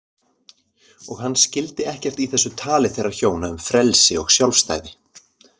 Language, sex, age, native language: Icelandic, male, 40-49, Icelandic